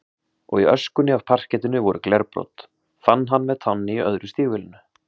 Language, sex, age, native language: Icelandic, male, 30-39, Icelandic